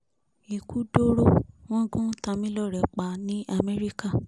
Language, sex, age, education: Yoruba, female, 15-29, tertiary